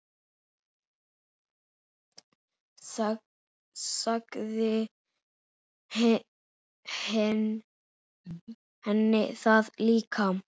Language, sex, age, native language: Icelandic, male, 7, Icelandic